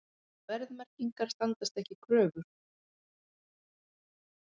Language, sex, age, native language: Icelandic, female, 50-59, Icelandic